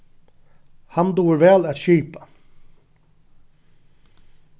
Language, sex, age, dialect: Faroese, male, 36-60, Norðuroyggjar